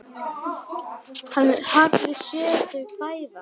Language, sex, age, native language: Icelandic, male, 9, Icelandic